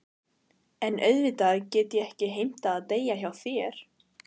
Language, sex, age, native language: Icelandic, female, 15, Icelandic